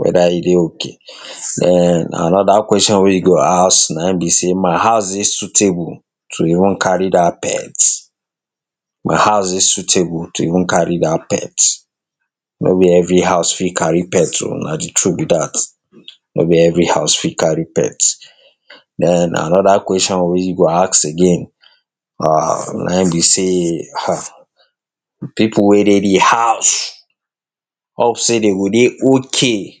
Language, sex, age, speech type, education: Nigerian Pidgin, male, 60+, spontaneous, tertiary